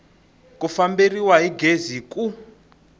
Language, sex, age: Tsonga, male, 20